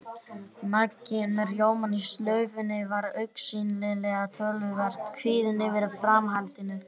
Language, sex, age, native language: Icelandic, female, 30-39, Icelandic